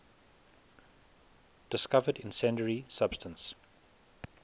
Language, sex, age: English, male, 19